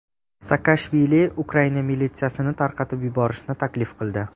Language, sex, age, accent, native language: Uzbek, male, 18-24, Jizzax, Uzbek